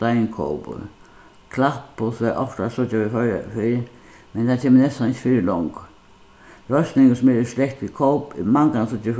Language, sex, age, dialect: Faroese, female, 61+, Suðuroy